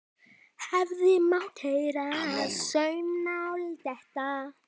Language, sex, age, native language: Icelandic, male, 10, Icelandic